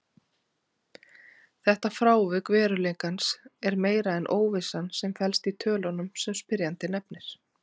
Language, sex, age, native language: Icelandic, female, 40-49, Icelandic